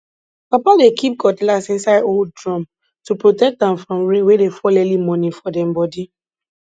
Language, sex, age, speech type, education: Nigerian Pidgin, female, 15-29, spontaneous, tertiary